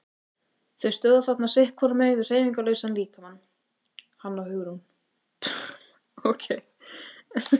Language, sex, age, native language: Icelandic, female, 18-19, Icelandic